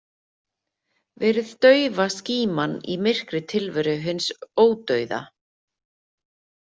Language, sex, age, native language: Icelandic, female, 50-59, Icelandic